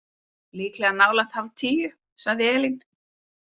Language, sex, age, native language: Icelandic, female, 30-39, Icelandic